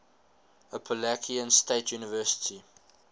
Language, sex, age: English, male, 19